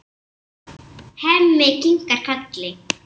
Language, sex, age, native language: Icelandic, female, 7, Icelandic